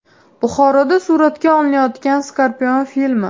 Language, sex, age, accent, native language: Uzbek, female, 18-24, Farg'ona, Uzbek